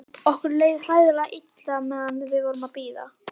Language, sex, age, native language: Icelandic, female, 11, Icelandic